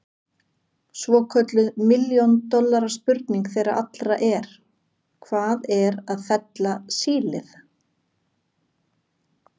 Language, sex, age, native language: Icelandic, female, 40-49, Icelandic